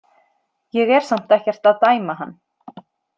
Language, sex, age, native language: Icelandic, female, 30-39, Icelandic